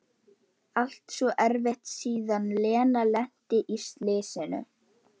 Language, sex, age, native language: Icelandic, female, 11, Icelandic